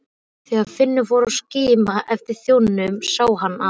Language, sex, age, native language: Icelandic, male, 12, Icelandic